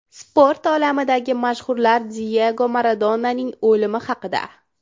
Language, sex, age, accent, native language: Uzbek, female, 18-24, Toshkent shahri, Uzbek